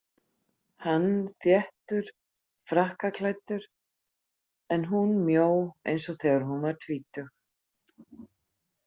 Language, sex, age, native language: Icelandic, female, 50-59, Icelandic